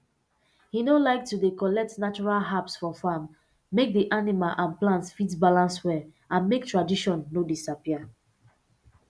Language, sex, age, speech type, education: Nigerian Pidgin, female, 15-29, spontaneous, secondary